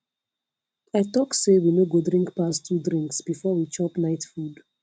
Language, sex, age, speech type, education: Nigerian Pidgin, female, 15-29, spontaneous, tertiary